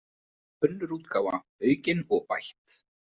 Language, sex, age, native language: Icelandic, male, 20-29, Icelandic